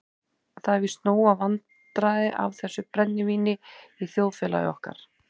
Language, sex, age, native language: Icelandic, female, 30-39, Icelandic